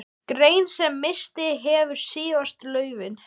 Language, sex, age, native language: Icelandic, male, 12, Icelandic